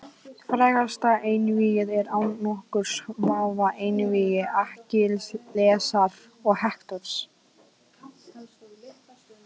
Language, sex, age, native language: Icelandic, female, 18-19, Icelandic